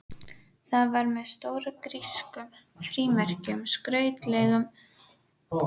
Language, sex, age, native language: Icelandic, female, 12, Icelandic